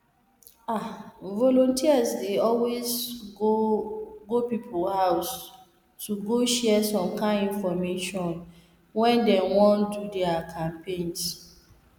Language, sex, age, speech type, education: Nigerian Pidgin, female, 30-45, spontaneous, tertiary